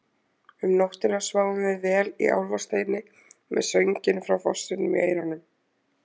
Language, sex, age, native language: Icelandic, female, 20-29, Icelandic